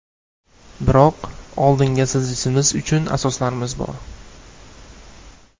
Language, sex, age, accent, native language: Uzbek, male, 18-24, Andijon, Uzbek